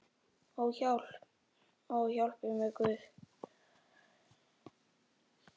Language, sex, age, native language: Icelandic, female, 9, Icelandic